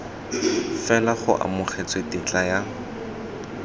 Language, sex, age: Tswana, male, 21